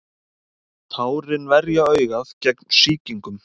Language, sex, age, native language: Icelandic, male, 30-39, Icelandic